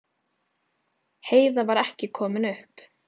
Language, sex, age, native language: Icelandic, female, 18-19, Icelandic